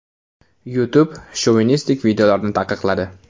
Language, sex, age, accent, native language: Uzbek, male, 18-24, Toshkent viloyati, Uzbek